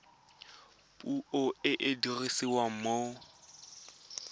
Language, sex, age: Tswana, male, 20